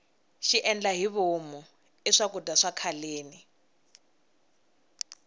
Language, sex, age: Tsonga, female, 19